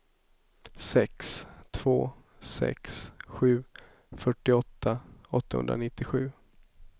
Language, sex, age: Swedish, male, 27